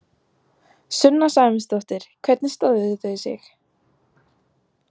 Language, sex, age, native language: Icelandic, female, 14, Icelandic